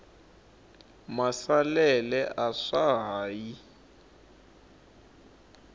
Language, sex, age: Tsonga, male, 19